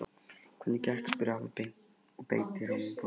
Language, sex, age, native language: Icelandic, male, 11, Icelandic